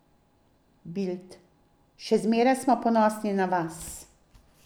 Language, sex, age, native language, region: Slovenian, female, 50-59, Slovenian, Drava region